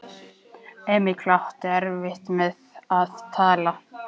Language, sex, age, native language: Icelandic, male, 11, Icelandic